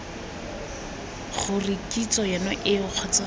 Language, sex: Tswana, female